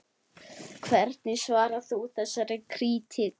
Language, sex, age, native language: Icelandic, male, 8, Icelandic